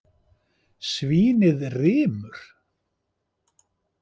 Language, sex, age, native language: Icelandic, male, 50-59, Icelandic